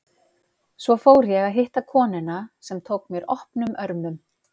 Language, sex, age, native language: Icelandic, female, 50-59, Icelandic